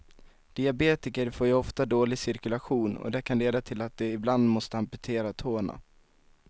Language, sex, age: Swedish, male, 19